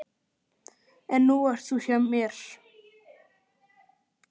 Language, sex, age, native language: Icelandic, male, 12, Icelandic